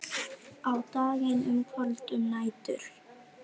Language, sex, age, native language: Icelandic, female, 13, Icelandic